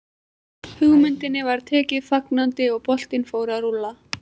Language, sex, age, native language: Icelandic, female, 20-29, Icelandic